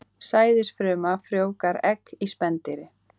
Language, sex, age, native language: Icelandic, female, 18-19, Icelandic